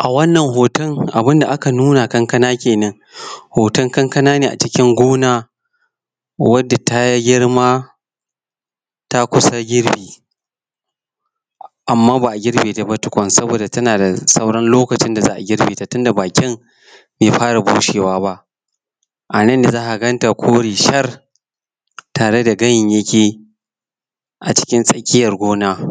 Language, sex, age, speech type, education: Hausa, male, 15-29, spontaneous, tertiary